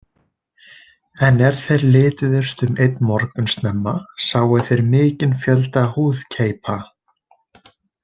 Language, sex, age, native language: Icelandic, male, 20-29, Icelandic